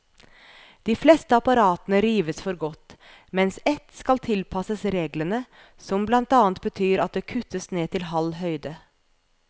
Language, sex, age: Norwegian, female, 41